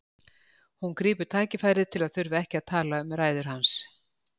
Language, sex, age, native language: Icelandic, female, 60-69, Icelandic